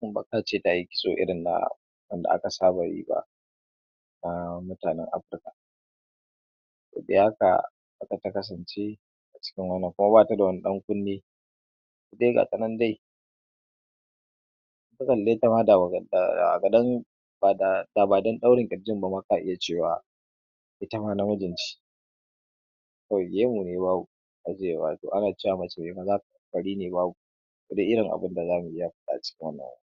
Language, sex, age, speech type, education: Hausa, male, 15-29, spontaneous, tertiary